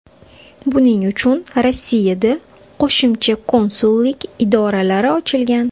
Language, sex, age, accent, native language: Uzbek, female, 25-34, Toshkent shahri, Uzbek